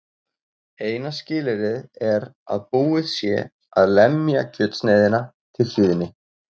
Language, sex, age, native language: Icelandic, male, 40-49, Icelandic